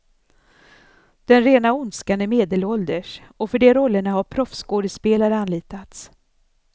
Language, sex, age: Swedish, female, 64